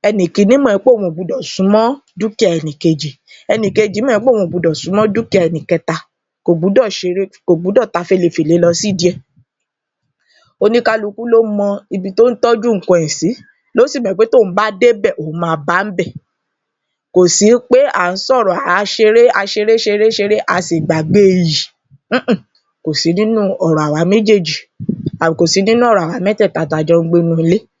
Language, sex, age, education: Yoruba, female, 30-45, tertiary